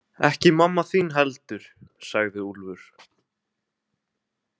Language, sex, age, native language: Icelandic, male, 20-29, Icelandic